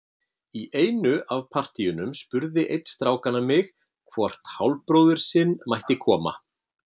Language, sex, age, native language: Icelandic, male, 50-59, Icelandic